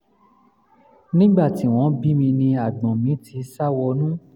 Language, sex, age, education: Yoruba, male, 15-29, tertiary